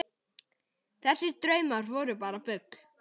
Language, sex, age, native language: Icelandic, male, 10, Icelandic